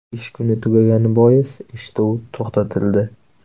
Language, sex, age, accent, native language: Uzbek, male, 18-24, Qashqadaryo, Uzbek